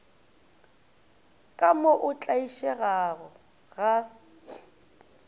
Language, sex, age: Northern Sotho, female, 18